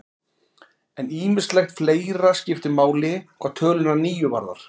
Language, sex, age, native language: Icelandic, male, 40-49, Icelandic